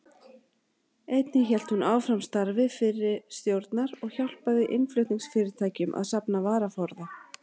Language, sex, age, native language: Icelandic, female, 40-49, Icelandic